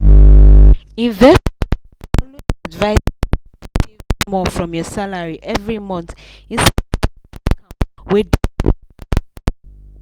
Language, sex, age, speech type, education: Nigerian Pidgin, female, 30-45, spontaneous, secondary